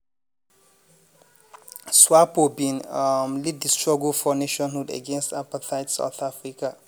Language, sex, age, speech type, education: Nigerian Pidgin, male, 30-45, spontaneous, tertiary